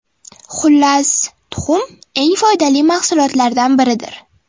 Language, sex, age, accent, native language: Uzbek, female, 12-17, Toshkent shahri, Uzbek